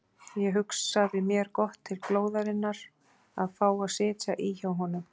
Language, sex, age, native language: Icelandic, female, 40-49, Icelandic